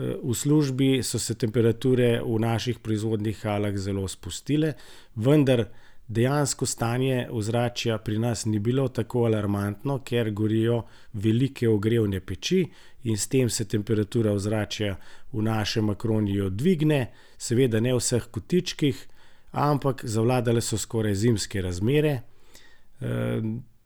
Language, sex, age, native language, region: Slovenian, male, 60+, Slovenian, Gorenjska region